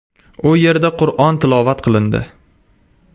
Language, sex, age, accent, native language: Uzbek, male, 18-24, Surxondaryo, Uzbek